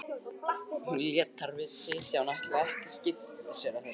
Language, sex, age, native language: Icelandic, male, 20-29, Icelandic